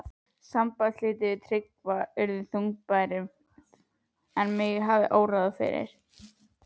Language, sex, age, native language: Icelandic, female, 11, Icelandic